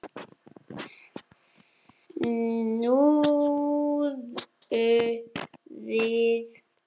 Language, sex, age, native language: Icelandic, male, 6, Icelandic